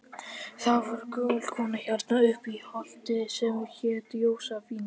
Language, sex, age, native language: Icelandic, female, 50-59, Icelandic